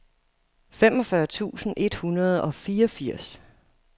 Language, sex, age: Danish, female, 35